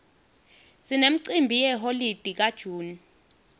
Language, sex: Swati, female